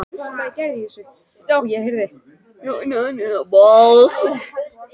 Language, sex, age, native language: Icelandic, female, 18-19, Icelandic